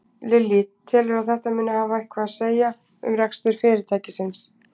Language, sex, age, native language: Icelandic, female, 20-29, Icelandic